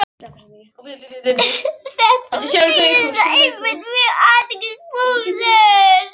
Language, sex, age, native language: Icelandic, other, 11, Icelandic